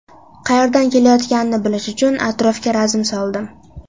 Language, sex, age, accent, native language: Uzbek, female, under 19, Qashqadaryo, Uzbek